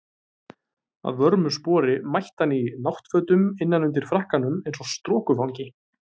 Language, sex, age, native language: Icelandic, male, 30-39, Icelandic